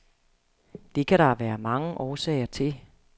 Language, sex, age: Danish, female, 35